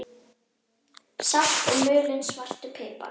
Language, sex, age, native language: Icelandic, female, 10, Icelandic